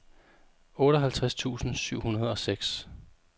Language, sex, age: Danish, male, 32